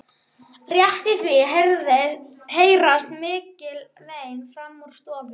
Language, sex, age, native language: Icelandic, female, 11, Icelandic